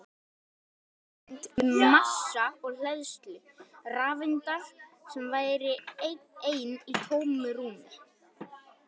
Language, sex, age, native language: Icelandic, male, 18-19, Icelandic